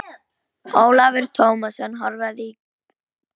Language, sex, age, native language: Icelandic, female, 18-19, Polish